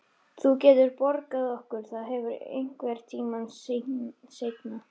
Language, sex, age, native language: Icelandic, female, 13, Icelandic